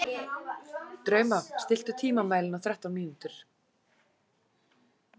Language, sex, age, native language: Icelandic, female, 40-49, Icelandic